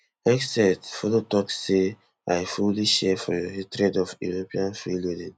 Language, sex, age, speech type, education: Nigerian Pidgin, male, 15-29, spontaneous, tertiary